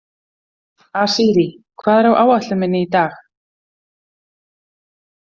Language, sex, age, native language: Icelandic, female, 50-59, Icelandic